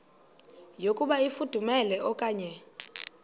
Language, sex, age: Xhosa, female, 22